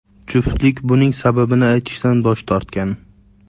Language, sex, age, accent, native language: Uzbek, male, 18-24, Qashqadaryo, Uzbek